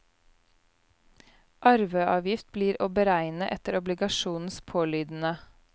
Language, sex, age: Norwegian, female, 29